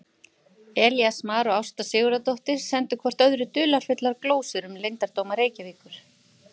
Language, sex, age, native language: Icelandic, female, 50-59, Icelandic